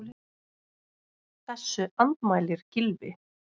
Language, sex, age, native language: Icelandic, female, 30-39, Icelandic